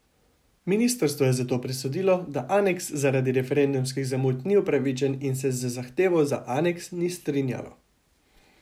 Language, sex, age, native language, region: Slovenian, male, 18-29, Slovenian, Savinja region